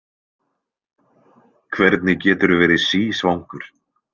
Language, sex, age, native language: Icelandic, male, 20-29, Icelandic